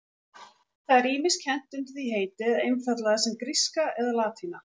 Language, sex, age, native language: Icelandic, female, 40-49, Icelandic